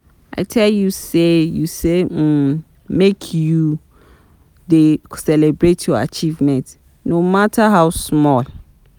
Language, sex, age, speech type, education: Nigerian Pidgin, female, 30-45, spontaneous, tertiary